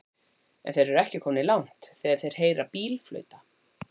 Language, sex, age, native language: Icelandic, female, 40-49, Icelandic